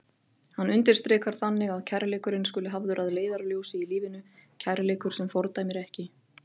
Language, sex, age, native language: Icelandic, female, 30-39, Icelandic